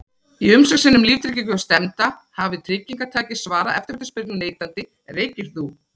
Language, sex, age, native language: Icelandic, female, 40-49, Icelandic